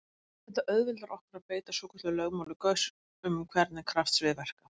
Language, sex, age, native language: Icelandic, female, 18-19, Icelandic